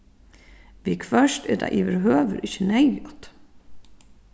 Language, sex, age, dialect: Faroese, female, 36-60, Suðurstreymoy